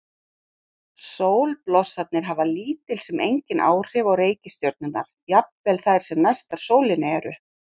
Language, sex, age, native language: Icelandic, female, 40-49, Icelandic